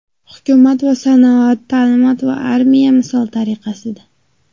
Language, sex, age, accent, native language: Uzbek, male, 18-24, Andijon, Uzbek